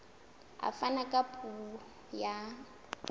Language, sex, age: Southern Sotho, female, 22